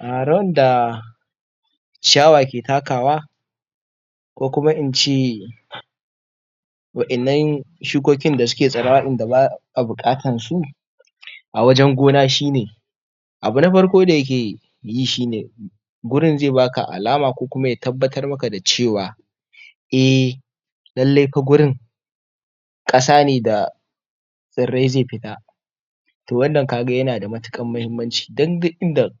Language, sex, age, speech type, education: Hausa, male, 46-60, spontaneous, tertiary